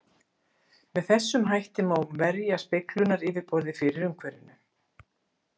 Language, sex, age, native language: Icelandic, female, 60-69, Icelandic